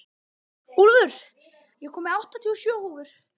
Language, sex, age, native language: Icelandic, male, 12, Icelandic